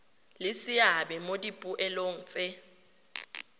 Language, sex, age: Tswana, female, 31